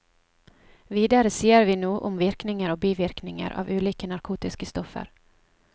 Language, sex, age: Norwegian, female, 27